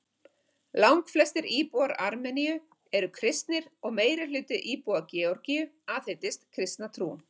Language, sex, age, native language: Icelandic, female, 50-59, Icelandic